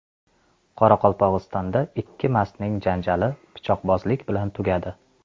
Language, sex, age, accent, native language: Uzbek, male, 35+, Andijon, Uzbek